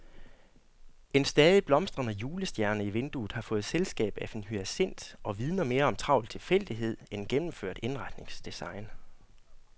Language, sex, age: Danish, male, 40